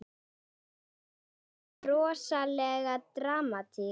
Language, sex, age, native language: Icelandic, female, 12, Icelandic